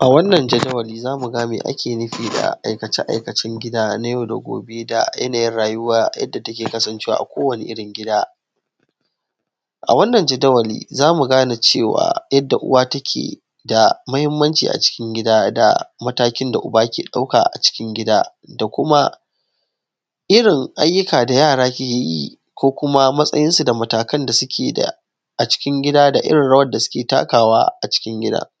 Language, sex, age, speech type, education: Hausa, male, 15-29, spontaneous, primary